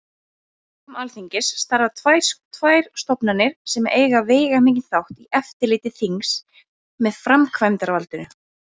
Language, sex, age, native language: Icelandic, female, 20-29, Icelandic